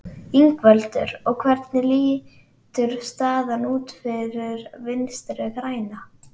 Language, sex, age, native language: Icelandic, female, 11, Icelandic